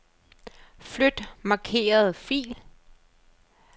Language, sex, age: Danish, female, 35